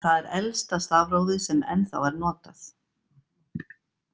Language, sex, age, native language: Icelandic, female, 50-59, Icelandic